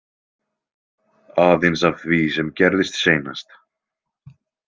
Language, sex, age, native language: Icelandic, male, 20-29, Icelandic